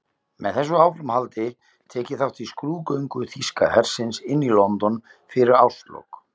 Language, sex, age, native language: Icelandic, male, 50-59, Icelandic